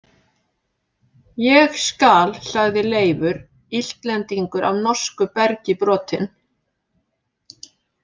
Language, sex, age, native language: Icelandic, female, 50-59, Icelandic